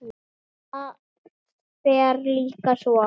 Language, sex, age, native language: Icelandic, male, 8, Icelandic